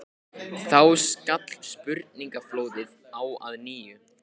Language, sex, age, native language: Icelandic, male, 15, Icelandic